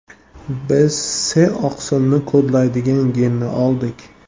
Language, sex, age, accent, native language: Uzbek, male, 18-24, Buxoro, Uzbek